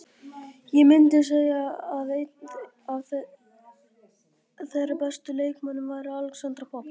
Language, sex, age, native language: Icelandic, female, 50-59, Icelandic